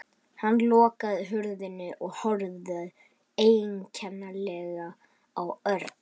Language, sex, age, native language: Icelandic, male, 11, Icelandic